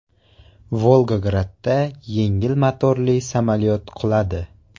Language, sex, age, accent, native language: Uzbek, male, 18-24, Surxondaryo, Uzbek